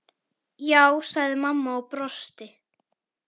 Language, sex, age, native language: Icelandic, female, 10, Icelandic